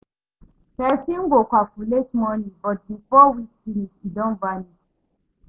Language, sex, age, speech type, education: Nigerian Pidgin, female, 30-45, read, tertiary